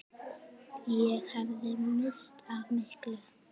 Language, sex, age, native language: Icelandic, female, 9, Icelandic